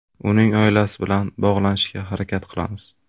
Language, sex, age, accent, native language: Uzbek, male, 18-24, Navoiy, Uzbek